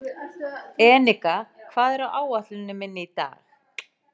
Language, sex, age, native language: Icelandic, female, 40-49, Icelandic